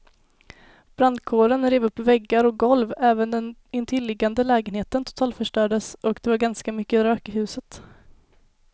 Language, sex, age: Swedish, female, 19